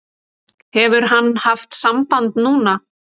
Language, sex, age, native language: Icelandic, female, 30-39, Icelandic